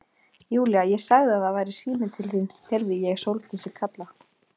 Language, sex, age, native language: Icelandic, female, 20-29, Icelandic